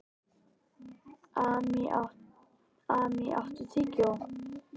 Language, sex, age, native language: Icelandic, male, 11, Icelandic